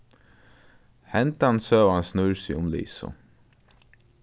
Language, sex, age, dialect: Faroese, male, 15-35, Norðurstreymoy/Eysturoy